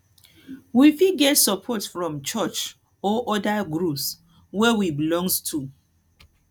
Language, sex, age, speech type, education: Nigerian Pidgin, female, 30-45, spontaneous, tertiary